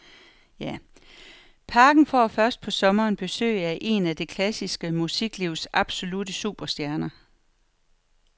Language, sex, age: Danish, female, 43